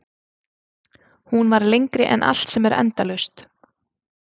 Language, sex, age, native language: Icelandic, female, 30-39, Icelandic